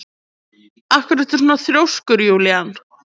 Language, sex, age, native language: Icelandic, female, 20-29, Icelandic